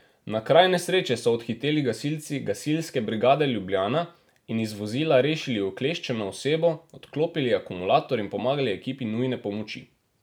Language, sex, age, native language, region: Slovenian, male, 18-29, Slovenian, Drava region